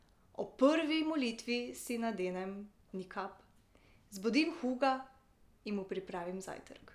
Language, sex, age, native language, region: Slovenian, female, 18-29, Slovenian, Drava region